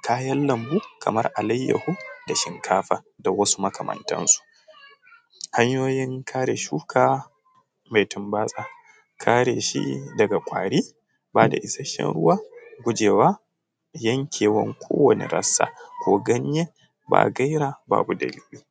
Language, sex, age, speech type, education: Hausa, male, 15-29, spontaneous, tertiary